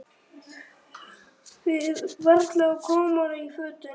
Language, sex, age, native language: Icelandic, male, 7, Icelandic